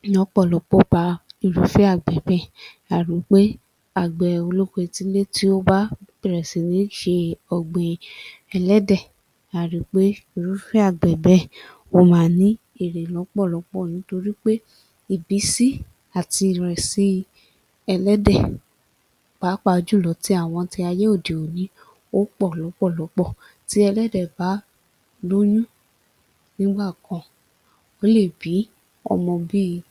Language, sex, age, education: Yoruba, female, 30-45, tertiary